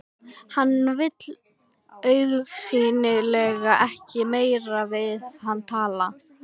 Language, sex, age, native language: Icelandic, female, 12, Icelandic